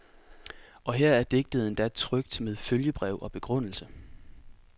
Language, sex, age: Danish, male, 24